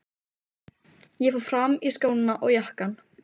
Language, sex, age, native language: Icelandic, female, 15, Icelandic